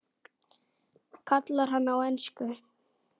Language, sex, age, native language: Icelandic, female, 9, Icelandic